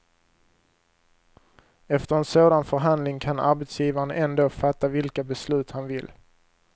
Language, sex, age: Swedish, male, 23